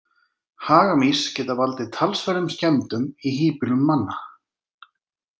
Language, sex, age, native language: Icelandic, male, 40-49, Icelandic